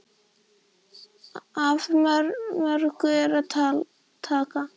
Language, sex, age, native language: Icelandic, female, 10, Icelandic